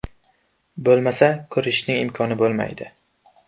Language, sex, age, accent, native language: Uzbek, male, 12-17, Samarqand, Uzbek